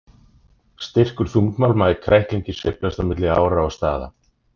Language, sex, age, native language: Icelandic, male, 30-39, Icelandic